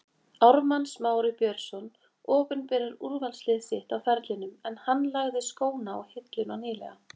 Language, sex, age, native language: Icelandic, female, 20-29, Icelandic